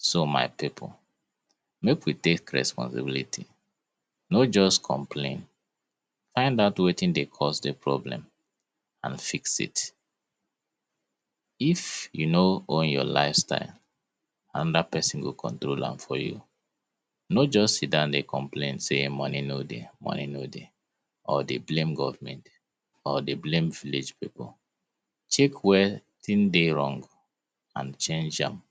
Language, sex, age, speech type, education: Nigerian Pidgin, male, 30-45, spontaneous, tertiary